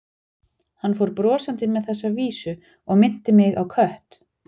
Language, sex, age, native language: Icelandic, female, 40-49, Icelandic